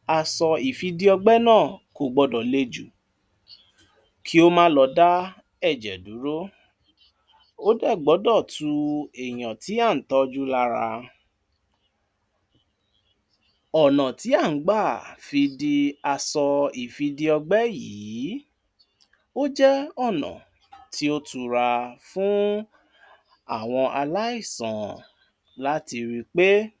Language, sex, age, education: Yoruba, male, 46-60, tertiary